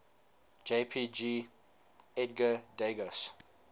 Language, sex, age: English, male, 19